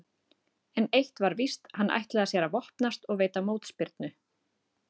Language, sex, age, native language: Icelandic, female, 30-39, Icelandic